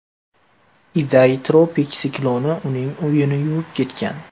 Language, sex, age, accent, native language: Uzbek, male, 18-24, Farg'ona, Uzbek